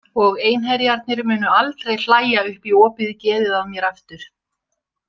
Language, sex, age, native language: Icelandic, female, 60-69, Icelandic